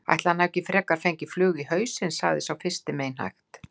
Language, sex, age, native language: Icelandic, female, 60-69, Icelandic